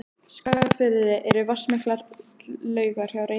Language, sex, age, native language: Icelandic, female, 15, Icelandic